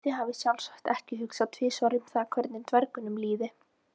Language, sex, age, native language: Icelandic, female, 18-19, Icelandic